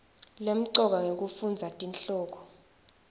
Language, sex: Swati, female